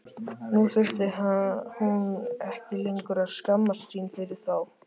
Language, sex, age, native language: Icelandic, male, 13, Icelandic